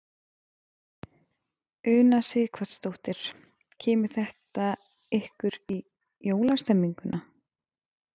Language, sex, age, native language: Icelandic, female, 20-29, Icelandic